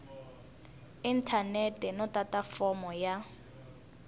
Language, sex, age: Tsonga, female, 19